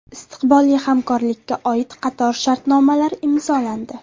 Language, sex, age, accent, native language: Uzbek, female, 18-24, Farg'ona, Uzbek